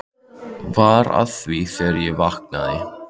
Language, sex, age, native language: Icelandic, male, 13, Icelandic